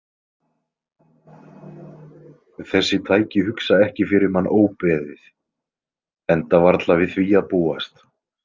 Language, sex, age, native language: Icelandic, male, 20-29, Icelandic